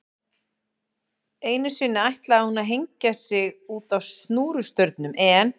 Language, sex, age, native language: Icelandic, female, 11, Icelandic